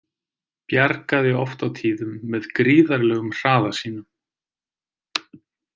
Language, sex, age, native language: Icelandic, male, 30-39, Icelandic